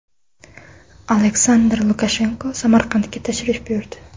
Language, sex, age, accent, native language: Uzbek, female, under 19, Andijon, Uzbek